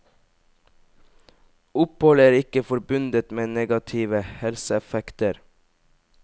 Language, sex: Norwegian, male